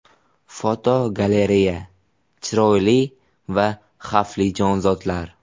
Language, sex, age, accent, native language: Uzbek, male, 18-24, Buxoro, Uzbek